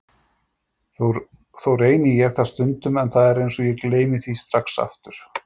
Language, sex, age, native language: Icelandic, male, 40-49, Icelandic